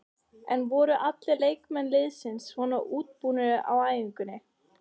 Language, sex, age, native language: Icelandic, female, 13, Icelandic